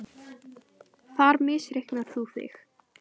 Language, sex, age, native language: Icelandic, female, 18-19, Icelandic